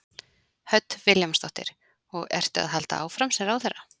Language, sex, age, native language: Icelandic, female, 40-49, Icelandic